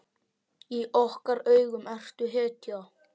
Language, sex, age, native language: Icelandic, male, 10, Icelandic